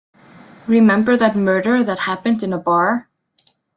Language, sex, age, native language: Icelandic, female, 30-39, Icelandic